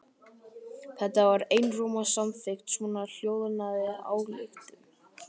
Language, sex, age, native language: Icelandic, male, 12, Icelandic